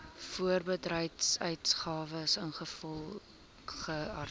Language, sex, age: Afrikaans, female, 22